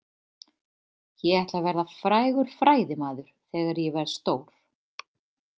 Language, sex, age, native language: Icelandic, female, 30-39, Icelandic